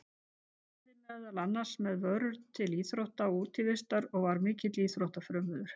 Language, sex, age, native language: Icelandic, female, 50-59, Icelandic